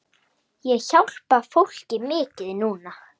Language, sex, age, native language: Icelandic, female, 9, Icelandic